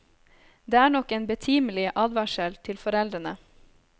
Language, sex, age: Norwegian, female, 26